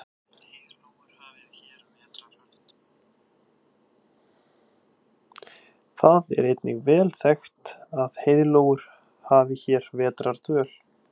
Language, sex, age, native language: Icelandic, male, 18-19, Icelandic